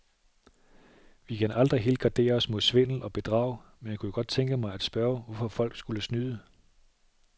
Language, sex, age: Danish, male, 37